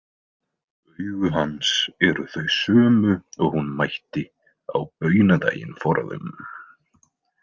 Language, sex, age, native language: Icelandic, male, 20-29, Icelandic